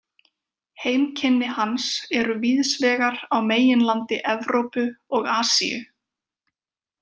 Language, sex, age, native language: Icelandic, female, 20-29, Icelandic